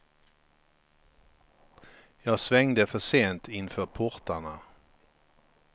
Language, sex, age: Swedish, male, 53